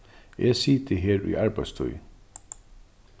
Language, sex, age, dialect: Faroese, male, 36-60, Norðurstreymoy/Eysturoy